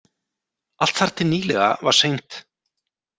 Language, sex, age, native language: Icelandic, male, 40-49, Icelandic